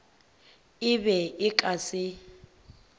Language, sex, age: Northern Sotho, female, 18